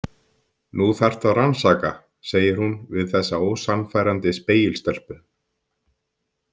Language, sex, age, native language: Icelandic, male, 50-59, Icelandic